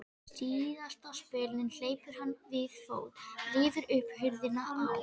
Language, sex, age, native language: Icelandic, female, 12, Icelandic